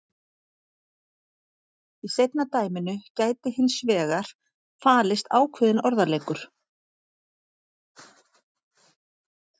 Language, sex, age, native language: Icelandic, female, 40-49, Icelandic